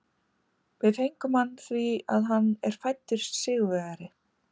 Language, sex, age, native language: Icelandic, female, 50-59, Icelandic